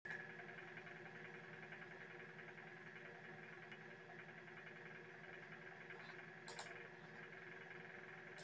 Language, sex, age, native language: Icelandic, female, 50-59, Icelandic